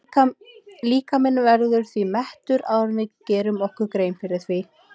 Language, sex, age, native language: Icelandic, female, 18-19, Icelandic